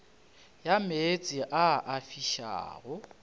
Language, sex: Northern Sotho, male